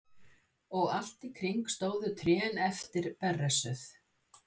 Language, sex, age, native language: Icelandic, female, 60-69, Icelandic